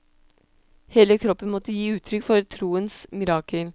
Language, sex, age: Norwegian, female, 26